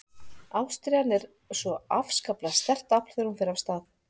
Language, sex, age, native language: Icelandic, female, 40-49, Icelandic